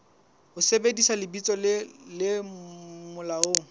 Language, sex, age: Southern Sotho, male, 20